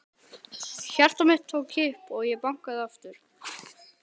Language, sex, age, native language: Icelandic, male, 12, Icelandic